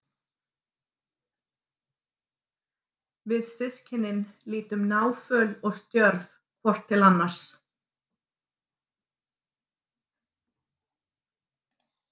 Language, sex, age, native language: Icelandic, female, 40-49, Icelandic